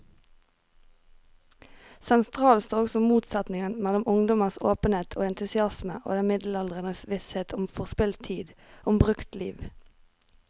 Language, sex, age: Norwegian, female, 23